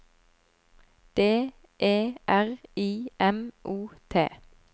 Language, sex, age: Norwegian, female, 25